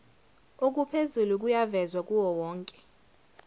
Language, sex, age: Zulu, female, 17